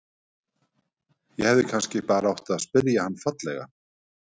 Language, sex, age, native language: Icelandic, male, 50-59, Icelandic